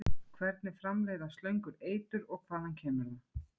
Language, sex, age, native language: Icelandic, female, 40-49, Icelandic